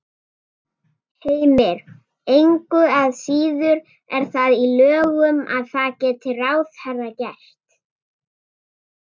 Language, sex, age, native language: Icelandic, female, 40-49, Icelandic